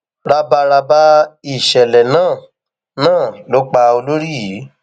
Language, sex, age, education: Yoruba, male, 15-29, tertiary